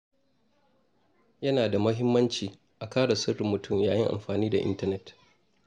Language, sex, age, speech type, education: Hausa, male, 30-45, spontaneous, tertiary